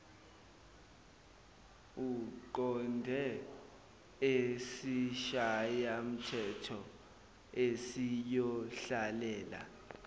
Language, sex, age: Zulu, male, 19